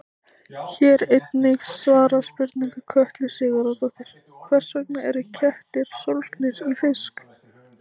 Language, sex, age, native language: Icelandic, female, 18-19, Icelandic